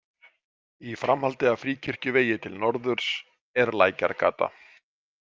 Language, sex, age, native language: Icelandic, male, 40-49, Icelandic